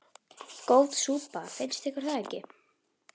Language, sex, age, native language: Icelandic, female, 11, Icelandic